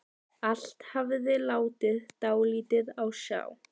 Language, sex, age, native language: Icelandic, female, 12, Icelandic